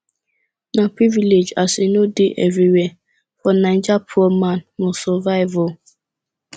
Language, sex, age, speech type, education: Nigerian Pidgin, female, 15-29, spontaneous, tertiary